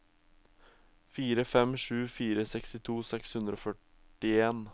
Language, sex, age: Norwegian, male, 22